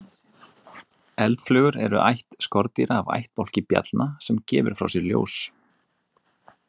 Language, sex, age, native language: Icelandic, male, 30-39, Icelandic